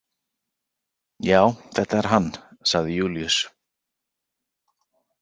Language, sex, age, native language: Icelandic, male, 40-49, Icelandic